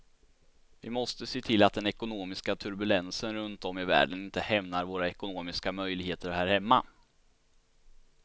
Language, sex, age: Swedish, male, 16